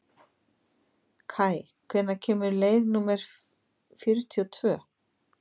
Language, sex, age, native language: Icelandic, female, 50-59, Icelandic